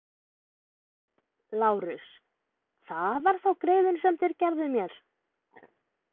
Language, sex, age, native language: Icelandic, female, 20-29, Icelandic